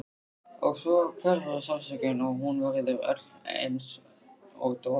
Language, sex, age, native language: Icelandic, male, 13, Icelandic